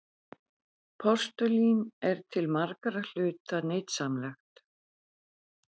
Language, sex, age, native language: Icelandic, female, 50-59, Icelandic